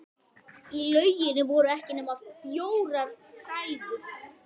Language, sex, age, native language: Icelandic, female, 11, Icelandic